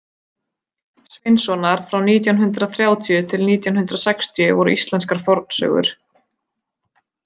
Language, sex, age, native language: Icelandic, female, 20-29, Icelandic